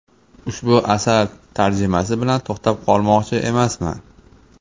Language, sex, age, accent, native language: Uzbek, male, 18-24, Sirdaryo, Uzbek